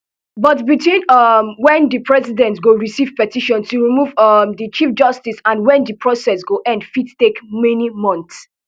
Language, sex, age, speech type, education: Nigerian Pidgin, female, 15-29, spontaneous, tertiary